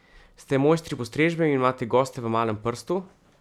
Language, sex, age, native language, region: Slovenian, male, 30-49, Slovenian, Central Slovenia